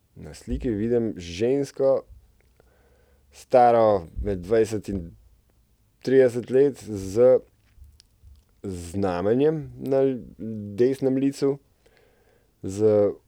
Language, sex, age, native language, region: Slovenian, male, 30-49, Slovenian, Central Slovenia